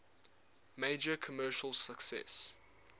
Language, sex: English, male